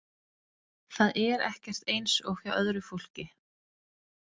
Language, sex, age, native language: Icelandic, female, 30-39, Danish